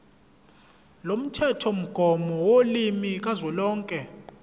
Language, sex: Zulu, male